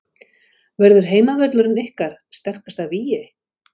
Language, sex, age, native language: Icelandic, female, 50-59, Icelandic